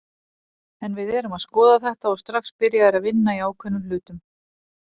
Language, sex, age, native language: Icelandic, female, 40-49, Icelandic